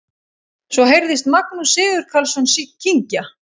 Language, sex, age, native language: Icelandic, female, 30-39, Icelandic